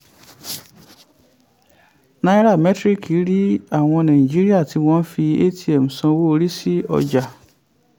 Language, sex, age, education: Yoruba, male, 15-29, tertiary